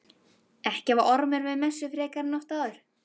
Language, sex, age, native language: Icelandic, female, 12, Icelandic